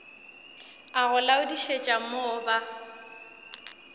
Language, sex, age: Northern Sotho, female, 18